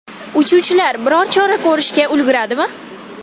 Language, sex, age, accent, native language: Uzbek, female, 19-29, Toshkent viloyati, Kazakh